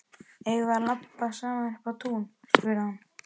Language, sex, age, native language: Icelandic, male, 11, Icelandic